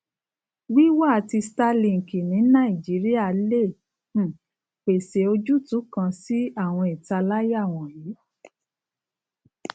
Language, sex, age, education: Yoruba, female, 46-60, tertiary